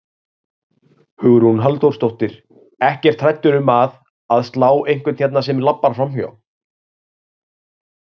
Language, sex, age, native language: Icelandic, male, 30-39, Icelandic